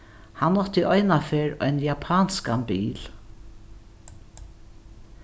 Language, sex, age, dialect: Faroese, female, 61+, Norðuroyggjar